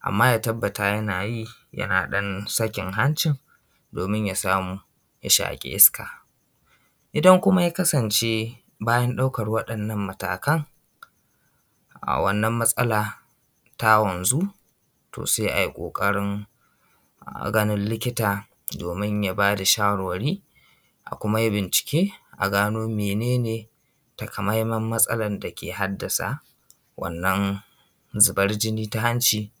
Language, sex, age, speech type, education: Hausa, male, 15-29, spontaneous, secondary